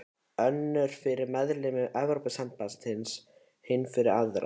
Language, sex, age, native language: Icelandic, male, 13, Icelandic